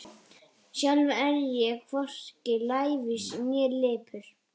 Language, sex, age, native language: Icelandic, female, 14, Icelandic